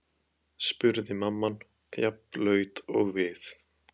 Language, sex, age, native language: Icelandic, male, 20-29, Icelandic